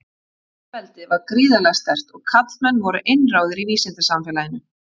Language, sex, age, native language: Icelandic, female, 40-49, Icelandic